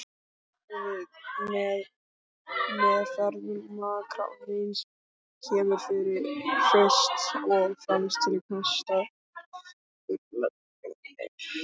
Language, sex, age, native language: Icelandic, male, 12, Icelandic